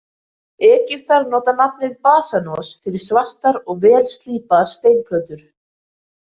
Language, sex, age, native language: Icelandic, female, 20-29, Icelandic